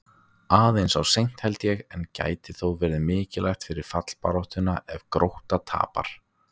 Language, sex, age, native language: Icelandic, male, 20-29, Icelandic